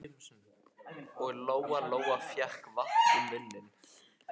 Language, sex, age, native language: Icelandic, male, 15, Icelandic